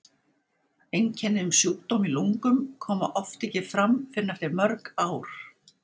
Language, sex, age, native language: Icelandic, female, 60-69, Icelandic